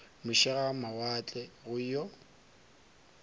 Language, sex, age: Northern Sotho, male, 23